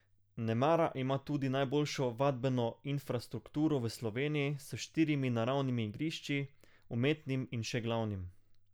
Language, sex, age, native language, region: Slovenian, male, 18-29, Slovenian, Carinthia region